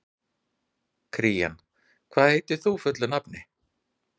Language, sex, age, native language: Icelandic, male, 40-49, Icelandic